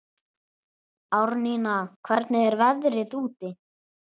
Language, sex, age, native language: Icelandic, male, 11, Icelandic